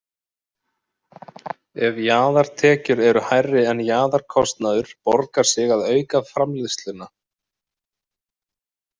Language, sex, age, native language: Icelandic, male, 30-39, Icelandic